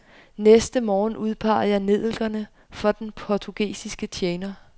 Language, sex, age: Danish, female, 25